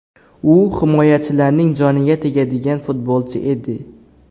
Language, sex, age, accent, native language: Uzbek, male, 18-24, Xorazm, Uzbek